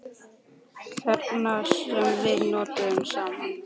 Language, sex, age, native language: Icelandic, male, 10, Icelandic